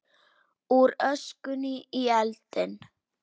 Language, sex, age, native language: Icelandic, female, 10, Icelandic